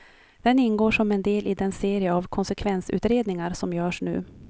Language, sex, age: Swedish, female, 43